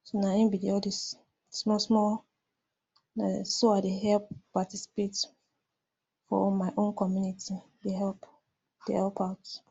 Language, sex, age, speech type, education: Nigerian Pidgin, female, 46-60, spontaneous, tertiary